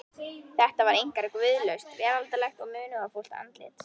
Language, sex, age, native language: Icelandic, female, 11, Icelandic